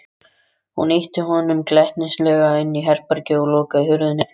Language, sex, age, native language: Icelandic, other, 13, Icelandic